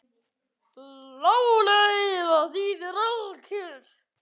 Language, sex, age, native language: Icelandic, female, 9, Icelandic